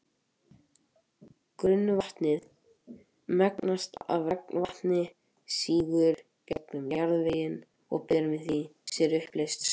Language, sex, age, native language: Icelandic, male, 18-19, Icelandic